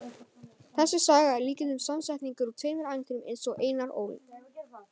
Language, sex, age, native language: Icelandic, male, 18-19, Icelandic